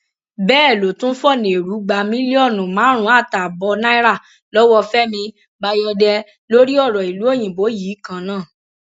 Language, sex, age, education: Yoruba, female, 15-29, tertiary